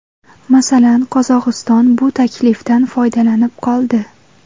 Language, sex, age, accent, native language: Uzbek, female, 19-29, Xorazm, Uzbek